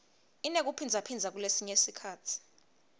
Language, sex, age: Swati, female, 22